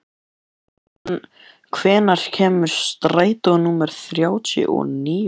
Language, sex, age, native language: Icelandic, male, 11, Icelandic